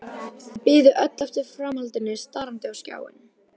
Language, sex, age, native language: Icelandic, female, 12, Icelandic